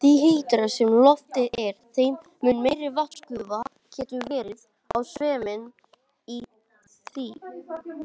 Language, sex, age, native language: Icelandic, male, 18-19, Icelandic